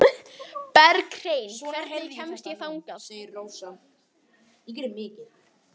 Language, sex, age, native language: Icelandic, male, 12, Icelandic